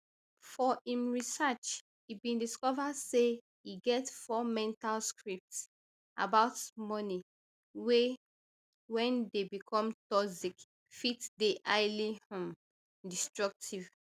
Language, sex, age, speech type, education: Nigerian Pidgin, female, 30-45, spontaneous, tertiary